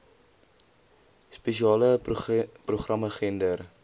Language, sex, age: Afrikaans, male, 20